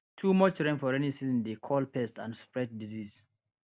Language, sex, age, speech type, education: Nigerian Pidgin, male, 15-29, spontaneous, tertiary